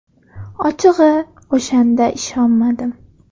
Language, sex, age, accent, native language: Uzbek, female, under 19, Andijon, Uzbek